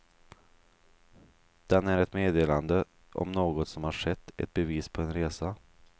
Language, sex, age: Swedish, male, 23